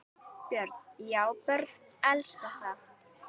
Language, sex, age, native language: Icelandic, female, 10, Icelandic